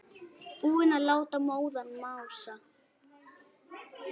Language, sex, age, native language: Icelandic, female, 8, Icelandic